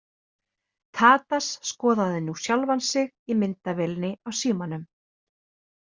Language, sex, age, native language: Icelandic, female, 30-39, Icelandic